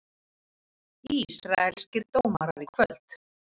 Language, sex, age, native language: Icelandic, female, 30-39, Icelandic